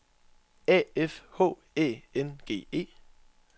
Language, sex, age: Danish, male, 24